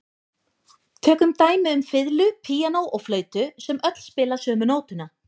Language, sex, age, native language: Icelandic, female, 20-29, Icelandic